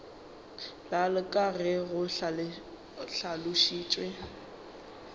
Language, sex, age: Northern Sotho, female, 29